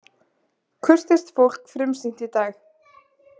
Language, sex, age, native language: Icelandic, female, 20-29, Icelandic